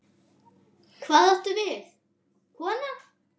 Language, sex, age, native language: Icelandic, female, 10, Icelandic